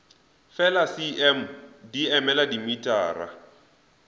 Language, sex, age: Northern Sotho, male, 20